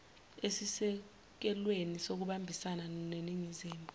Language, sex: Zulu, female